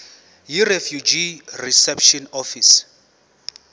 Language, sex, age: Zulu, male, 24